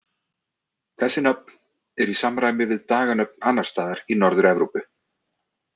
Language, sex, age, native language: Icelandic, male, 30-39, Icelandic